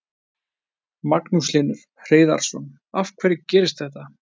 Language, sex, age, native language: Icelandic, male, 20-29, Icelandic